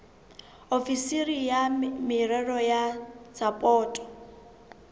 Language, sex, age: Southern Sotho, female, 22